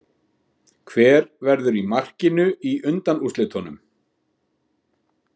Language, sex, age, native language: Icelandic, male, 50-59, Icelandic